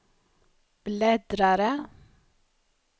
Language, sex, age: Swedish, female, 56